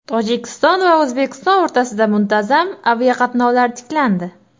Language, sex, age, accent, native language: Uzbek, female, 18-24, Toshkent shahri, Uzbek